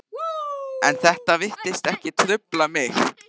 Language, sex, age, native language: Icelandic, male, 13, Icelandic